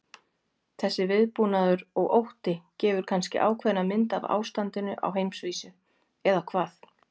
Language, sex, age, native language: Icelandic, female, 40-49, Icelandic